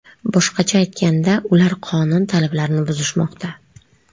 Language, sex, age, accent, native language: Uzbek, female, 25-34, Qashqadaryo, Uzbek